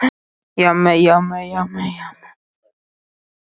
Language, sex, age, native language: Icelandic, male, 13, Icelandic